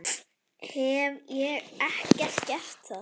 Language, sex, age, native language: Icelandic, female, 9, Icelandic